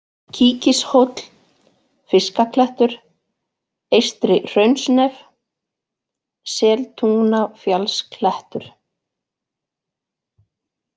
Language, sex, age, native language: Icelandic, female, 40-49, Icelandic